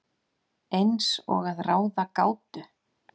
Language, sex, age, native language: Icelandic, female, 8, Icelandic